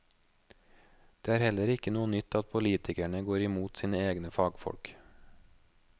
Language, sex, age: Norwegian, male, 29